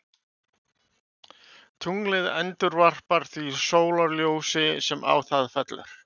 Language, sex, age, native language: Icelandic, male, 50-59, Icelandic